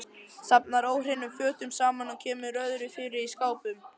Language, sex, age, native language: Icelandic, male, 11, Icelandic